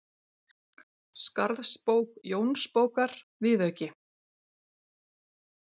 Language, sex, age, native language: Icelandic, female, 40-49, Icelandic